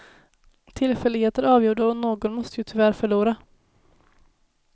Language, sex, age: Swedish, female, 19